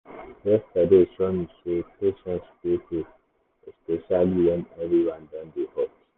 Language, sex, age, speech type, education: Nigerian Pidgin, male, 15-29, spontaneous, secondary